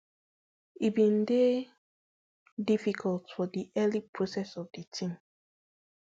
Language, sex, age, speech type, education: Nigerian Pidgin, female, 15-29, spontaneous, tertiary